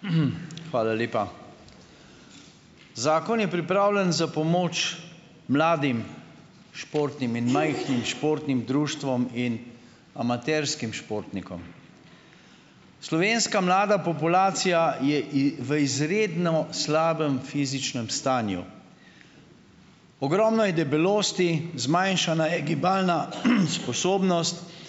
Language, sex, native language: Slovenian, male, Slovenian